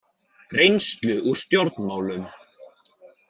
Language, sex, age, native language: Icelandic, male, 40-49, Icelandic